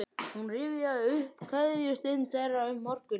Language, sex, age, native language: Icelandic, male, 11, Icelandic